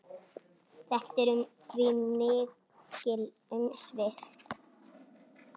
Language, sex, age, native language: Icelandic, female, 10, Icelandic